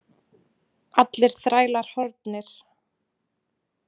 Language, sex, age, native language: Icelandic, female, 20-29, Icelandic